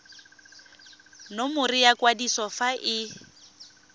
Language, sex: Tswana, female